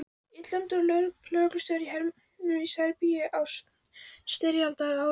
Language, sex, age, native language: Icelandic, female, 14, Icelandic